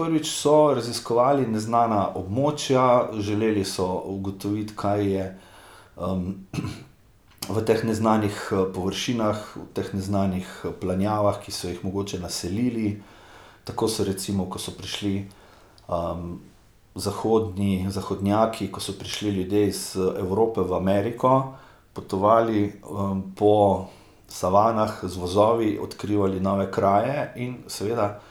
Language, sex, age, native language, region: Slovenian, male, 50-59, Slovenian, Gorica region